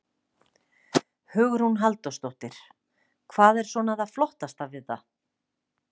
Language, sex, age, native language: Icelandic, female, 40-49, Icelandic